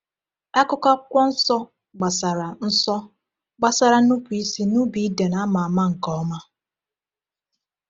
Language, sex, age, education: Igbo, female, 15-29, tertiary